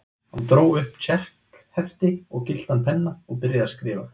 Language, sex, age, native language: Icelandic, male, 20-29, Icelandic